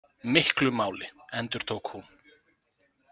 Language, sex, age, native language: Icelandic, male, 20-29, Icelandic